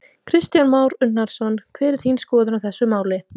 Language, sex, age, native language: Icelandic, female, 20-29, Icelandic